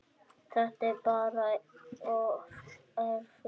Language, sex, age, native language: Icelandic, other, 9, Icelandic